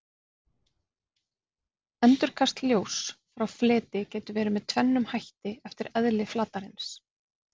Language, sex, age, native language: Icelandic, female, 40-49, Icelandic